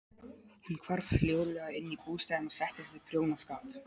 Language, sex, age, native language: Icelandic, male, 12, Polish